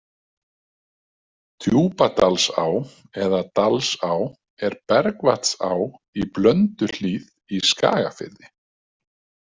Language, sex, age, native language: Icelandic, male, 30-39, Icelandic